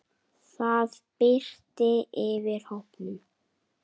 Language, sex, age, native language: Icelandic, female, 8, Icelandic